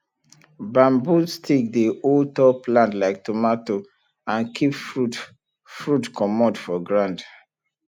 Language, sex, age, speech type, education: Nigerian Pidgin, male, 30-45, spontaneous, tertiary